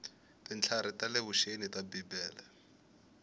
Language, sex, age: Tsonga, male, 21